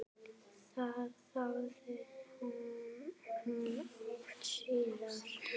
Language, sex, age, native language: Icelandic, female, 9, Icelandic